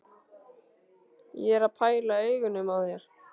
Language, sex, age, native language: Icelandic, male, 13, Icelandic